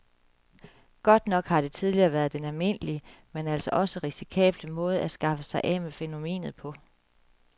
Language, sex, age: Danish, female, 36